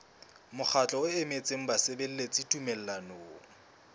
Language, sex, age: Southern Sotho, male, 20